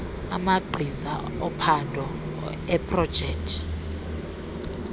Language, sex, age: Xhosa, female, 30